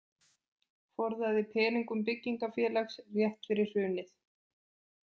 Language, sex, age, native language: Icelandic, female, 20-29, Icelandic